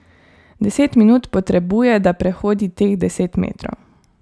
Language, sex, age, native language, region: Slovenian, female, 18-29, Slovenian, Savinja region